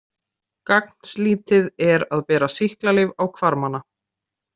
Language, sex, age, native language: Icelandic, female, 30-39, Icelandic